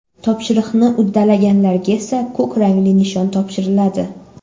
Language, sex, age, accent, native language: Uzbek, female, under 19, Samarqand, Uzbek